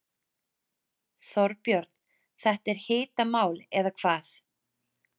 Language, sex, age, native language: Icelandic, female, 30-39, Icelandic